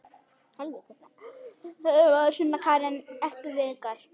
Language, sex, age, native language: Icelandic, female, 9, Icelandic